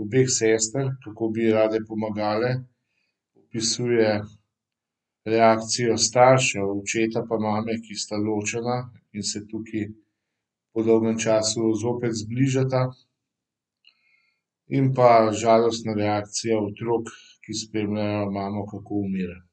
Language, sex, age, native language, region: Slovenian, male, 50-59, Slovenian, Central Slovenia